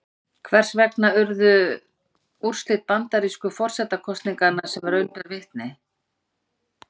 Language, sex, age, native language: Icelandic, female, 50-59, Icelandic